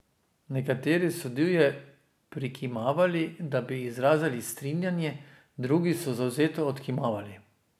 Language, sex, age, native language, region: Slovenian, male, 50-59, Slovenian, Drava region